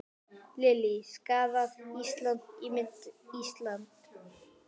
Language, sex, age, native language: Icelandic, female, 9, Icelandic